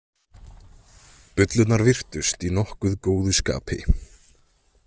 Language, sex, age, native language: Icelandic, male, 20-29, Icelandic